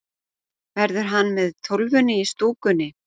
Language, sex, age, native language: Icelandic, female, 40-49, Icelandic